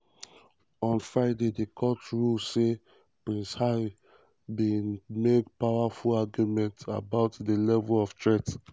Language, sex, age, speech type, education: Nigerian Pidgin, male, 15-29, spontaneous, tertiary